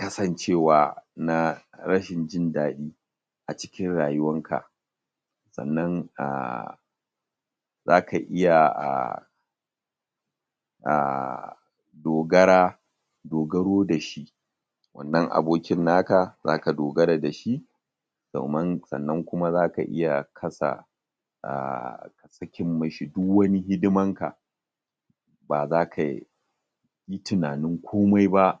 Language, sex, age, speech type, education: Hausa, male, 30-45, spontaneous, tertiary